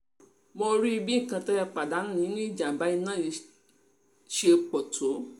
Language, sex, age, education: Yoruba, female, 30-45, tertiary